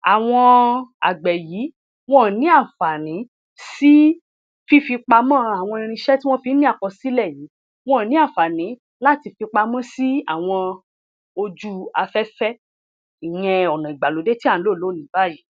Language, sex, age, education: Yoruba, female, 30-45, tertiary